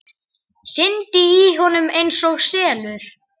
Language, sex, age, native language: Icelandic, male, 10, Icelandic